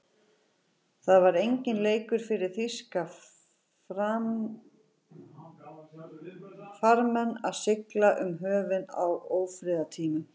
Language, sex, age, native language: Icelandic, female, 40-49, Icelandic